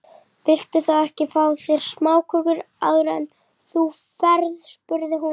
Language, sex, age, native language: Icelandic, female, 30-39, Icelandic